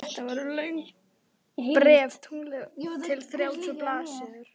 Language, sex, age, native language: Icelandic, female, 11, Icelandic